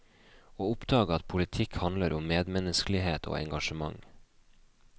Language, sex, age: Norwegian, male, 29